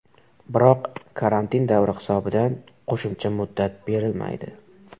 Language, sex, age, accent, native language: Uzbek, male, 12-17, Qoraqalpog'iston, Uzbek